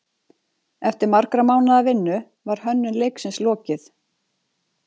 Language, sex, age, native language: Icelandic, female, 40-49, Icelandic